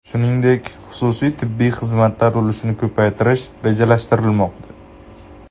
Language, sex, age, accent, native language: Uzbek, male, 18-24, Andijon, Uzbek